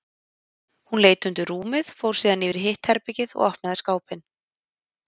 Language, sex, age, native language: Icelandic, female, 30-39, Icelandic